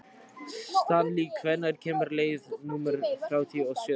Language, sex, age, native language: Icelandic, male, 12, Icelandic